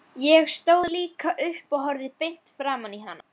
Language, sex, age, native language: Icelandic, female, 12, Icelandic